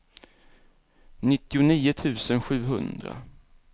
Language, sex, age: Swedish, male, 47